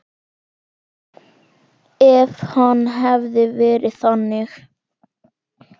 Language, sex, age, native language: Icelandic, male, 10, Icelandic